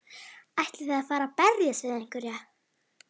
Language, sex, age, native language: Icelandic, female, 11, Icelandic